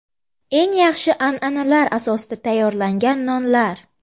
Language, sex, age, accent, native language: Uzbek, female, 18-24, Namangan, Uzbek